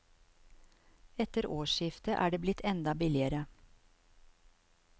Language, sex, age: Norwegian, female, 54